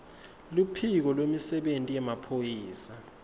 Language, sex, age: Swati, male, 19